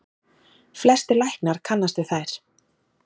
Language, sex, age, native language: Icelandic, female, 30-39, Icelandic